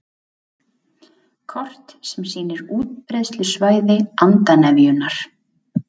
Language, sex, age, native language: Icelandic, female, 20-29, Icelandic